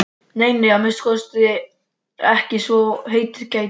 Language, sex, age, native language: Icelandic, male, 13, Icelandic